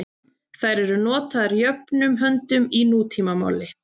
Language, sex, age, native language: Icelandic, female, 30-39, Icelandic